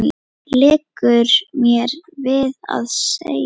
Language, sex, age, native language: Icelandic, female, 8, Icelandic